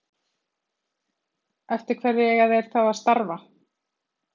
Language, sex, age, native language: Icelandic, female, 30-39, Icelandic